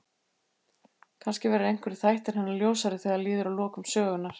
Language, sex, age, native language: Icelandic, female, 80-89, Icelandic